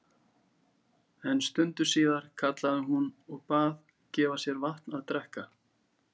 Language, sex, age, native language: Icelandic, male, 40-49, Icelandic